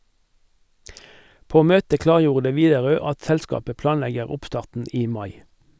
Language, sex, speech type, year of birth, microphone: Norwegian, male, read, 1958, Sennheiser